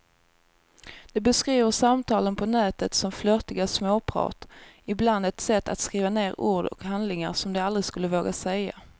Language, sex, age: Swedish, female, 24